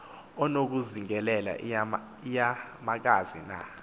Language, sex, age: Xhosa, male, 24